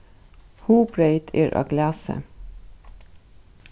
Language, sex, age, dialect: Faroese, female, 36-60, Suðuroy